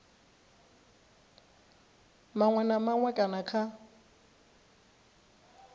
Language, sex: Venda, female